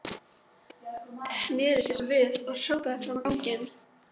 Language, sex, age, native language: Icelandic, female, 12, Icelandic